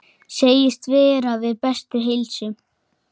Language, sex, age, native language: Icelandic, male, 8, Icelandic